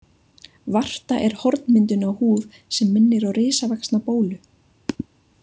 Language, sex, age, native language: Icelandic, female, 20-29, Icelandic